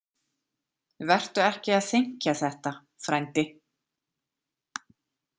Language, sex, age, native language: Icelandic, female, 40-49, Icelandic